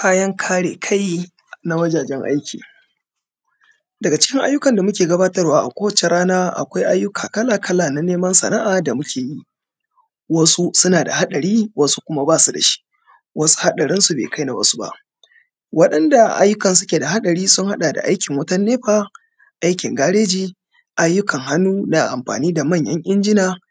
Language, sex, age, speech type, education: Hausa, male, 30-45, spontaneous, tertiary